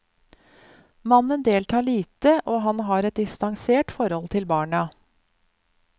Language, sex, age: Norwegian, female, 50